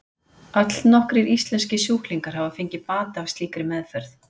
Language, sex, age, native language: Icelandic, female, 40-49, Icelandic